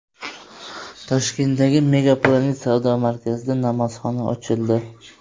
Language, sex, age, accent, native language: Uzbek, male, 18-24, Namangan, Uzbek